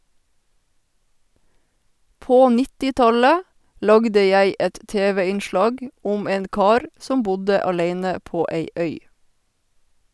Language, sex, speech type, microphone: Norwegian, female, read, Sennheiser